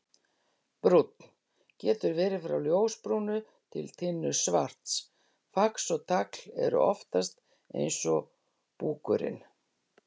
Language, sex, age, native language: Icelandic, female, 60-69, Icelandic